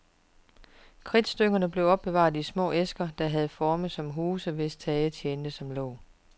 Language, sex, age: Danish, female, 41